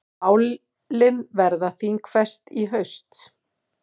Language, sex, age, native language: Icelandic, female, 40-49, Icelandic